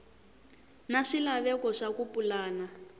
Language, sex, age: Tsonga, female, 18